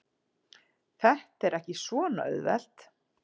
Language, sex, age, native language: Icelandic, female, 40-49, Icelandic